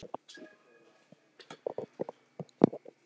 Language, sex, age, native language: Icelandic, male, 11, Icelandic